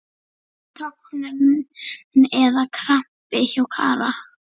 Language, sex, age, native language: Icelandic, female, 9, Icelandic